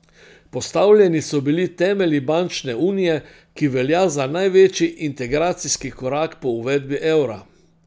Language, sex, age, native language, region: Slovenian, male, 60+, Slovenian, Central Slovenia